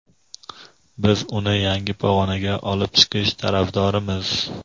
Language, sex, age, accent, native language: Uzbek, male, 25-34, Andijon, Uzbek